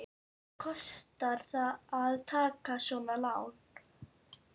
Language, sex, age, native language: Icelandic, female, 12, Icelandic